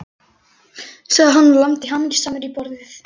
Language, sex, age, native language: Icelandic, female, 11, Icelandic